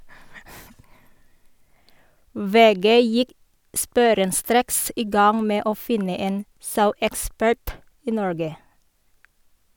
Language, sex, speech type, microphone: Norwegian, female, read, Sennheiser